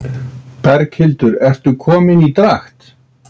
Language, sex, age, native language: Icelandic, male, 60-69, Icelandic